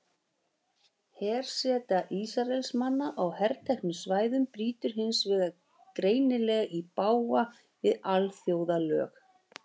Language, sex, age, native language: Icelandic, female, 18-19, Icelandic